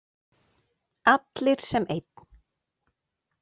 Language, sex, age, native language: Icelandic, female, 40-49, Icelandic